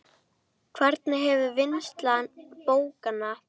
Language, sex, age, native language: Icelandic, female, 10, Icelandic